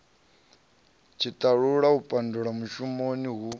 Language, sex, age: Venda, male, 37